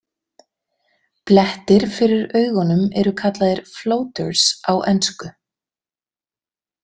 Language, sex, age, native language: Icelandic, female, 30-39, Icelandic